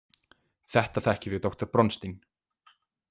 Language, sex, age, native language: Icelandic, male, 20-29, Icelandic